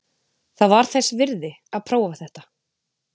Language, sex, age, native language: Icelandic, female, 20-29, Icelandic